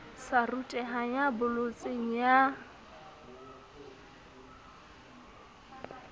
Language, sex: Southern Sotho, female